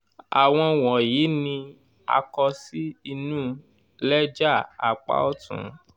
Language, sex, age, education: Yoruba, male, 15-29, tertiary